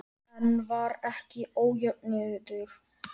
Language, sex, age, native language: Icelandic, male, 13, Icelandic